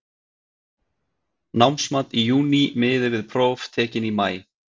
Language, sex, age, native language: Icelandic, male, 30-39, Icelandic